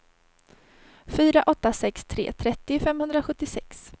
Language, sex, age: Swedish, female, 30